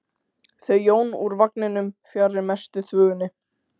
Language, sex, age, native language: Icelandic, male, 13, Icelandic